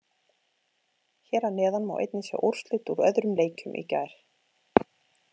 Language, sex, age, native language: Icelandic, female, 40-49, Icelandic